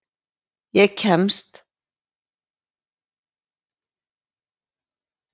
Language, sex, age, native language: Icelandic, female, 20-29, Icelandic